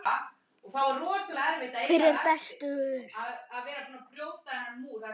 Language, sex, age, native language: Icelandic, male, 9, Icelandic